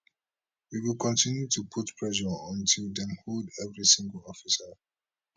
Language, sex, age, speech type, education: Nigerian Pidgin, male, 30-45, spontaneous, tertiary